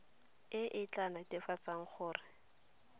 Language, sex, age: Tswana, female, 23